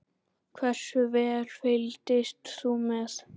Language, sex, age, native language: Icelandic, male, 10, Icelandic